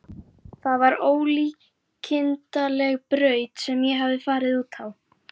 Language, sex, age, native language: Icelandic, female, 11, Icelandic